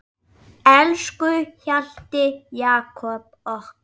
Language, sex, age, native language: Icelandic, female, 9, Icelandic